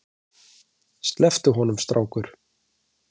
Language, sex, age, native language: Icelandic, male, 40-49, Icelandic